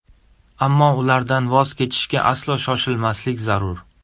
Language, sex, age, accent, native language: Uzbek, male, 18-24, Surxondaryo, Uzbek